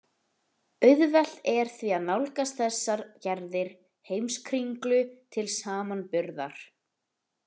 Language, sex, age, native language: Icelandic, female, 18-19, Icelandic